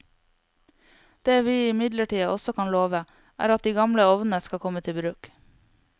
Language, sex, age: Norwegian, female, 22